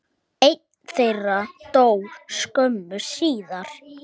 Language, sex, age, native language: Icelandic, male, 8, Icelandic